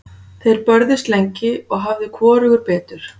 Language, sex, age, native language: Icelandic, female, 40-49, Icelandic